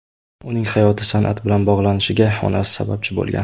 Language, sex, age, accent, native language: Uzbek, male, 18-24, Toshkent viloyati, Uzbek